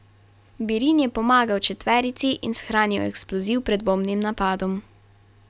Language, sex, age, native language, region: Slovenian, female, 12-17, Slovenian, Carinthia region